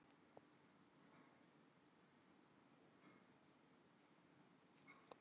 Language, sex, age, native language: Icelandic, male, 70-79, Icelandic